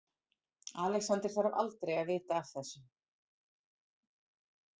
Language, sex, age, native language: Icelandic, female, 40-49, Icelandic